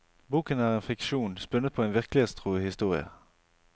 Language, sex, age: Norwegian, male, 28